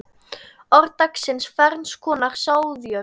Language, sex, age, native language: Icelandic, male, 10, Icelandic